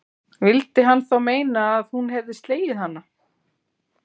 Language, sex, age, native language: Icelandic, female, 40-49, Icelandic